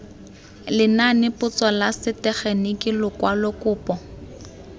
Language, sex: Tswana, female